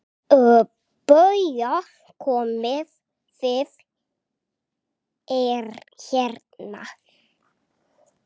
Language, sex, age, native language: Icelandic, male, 8, Icelandic